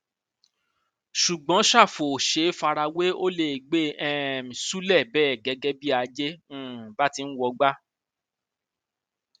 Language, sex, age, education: Yoruba, male, 30-45, tertiary